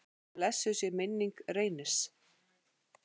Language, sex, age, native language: Icelandic, female, 8, Icelandic